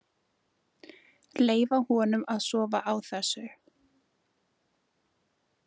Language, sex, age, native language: Icelandic, female, 20-29, Icelandic